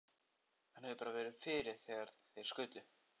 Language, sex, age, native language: Icelandic, male, 14, Icelandic